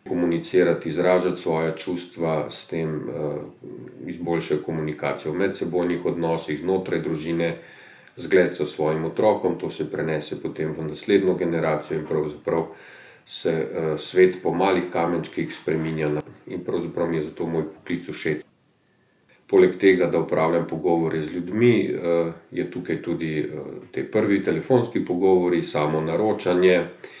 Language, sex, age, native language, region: Slovenian, male, 50-59, Slovenian, Central Slovenia